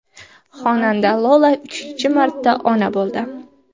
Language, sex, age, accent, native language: Uzbek, female, 18-24, Andijon, Uzbek